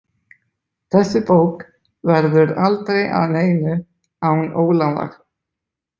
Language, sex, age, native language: Icelandic, male, 20-29, Icelandic